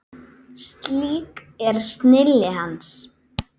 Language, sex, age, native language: Icelandic, female, 8, Icelandic